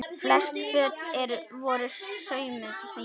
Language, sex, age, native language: Icelandic, female, 9, Icelandic